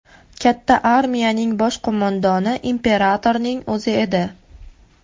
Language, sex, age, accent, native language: Uzbek, female, 19-29, Farg'ona, Uzbek